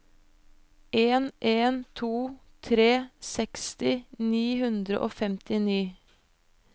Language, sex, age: Norwegian, female, 25